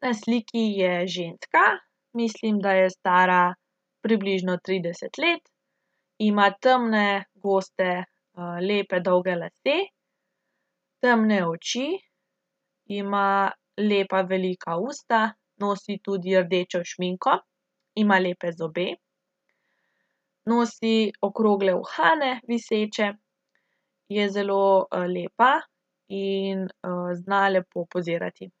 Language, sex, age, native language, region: Slovenian, female, 18-29, Slovenian, Central Slovenia